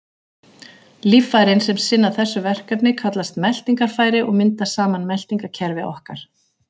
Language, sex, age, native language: Icelandic, female, 40-49, Icelandic